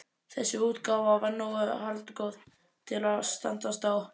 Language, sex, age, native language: Icelandic, male, 11, Icelandic